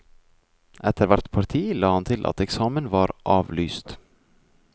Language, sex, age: Norwegian, male, 24